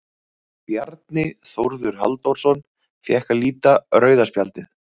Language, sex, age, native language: Icelandic, male, 30-39, Icelandic